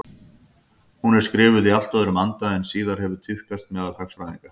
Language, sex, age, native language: Icelandic, male, 50-59, Icelandic